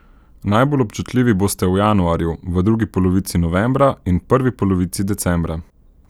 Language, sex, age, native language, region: Slovenian, male, 18-29, Slovenian, Central Slovenia